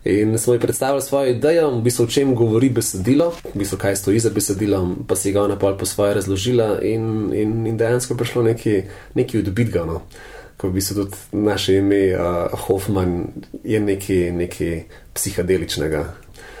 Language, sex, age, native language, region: Slovenian, male, 30-49, Slovenian, Central Slovenia